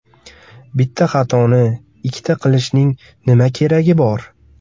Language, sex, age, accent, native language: Uzbek, male, 25-34, Farg'ona, Uzbek